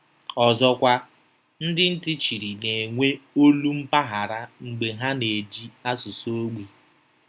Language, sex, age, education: Igbo, male, 30-45, tertiary